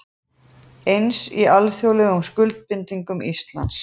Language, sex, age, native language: Icelandic, female, 40-49, Icelandic